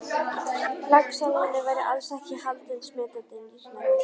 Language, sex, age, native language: Icelandic, female, 11, Icelandic